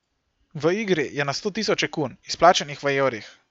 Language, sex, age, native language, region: Slovenian, male, 18-29, Slovenian, Gorenjska region